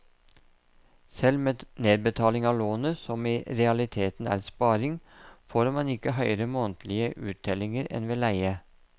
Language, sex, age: Norwegian, male, 57